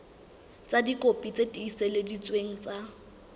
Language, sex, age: Southern Sotho, female, 19